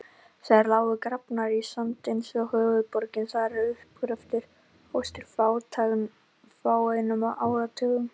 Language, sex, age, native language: Icelandic, male, 18-19, Icelandic